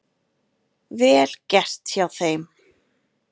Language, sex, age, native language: Icelandic, female, 40-49, Icelandic